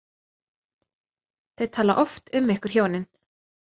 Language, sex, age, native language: Icelandic, female, 30-39, Icelandic